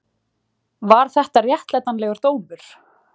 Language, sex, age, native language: Icelandic, other, 20-29, Icelandic